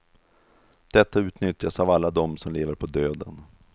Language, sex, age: Swedish, male, 32